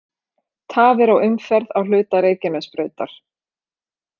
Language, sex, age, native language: Icelandic, female, 30-39, Icelandic